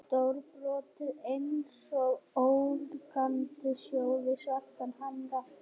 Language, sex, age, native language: Icelandic, female, 18-19, Swedish